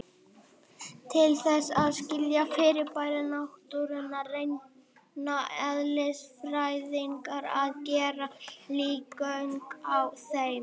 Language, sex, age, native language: Icelandic, female, 30-39, Icelandic